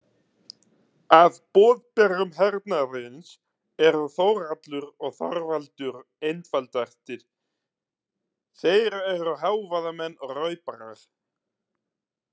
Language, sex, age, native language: Icelandic, male, 30-39, Icelandic